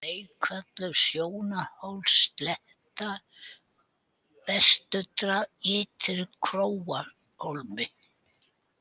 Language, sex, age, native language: Icelandic, female, 80-89, Icelandic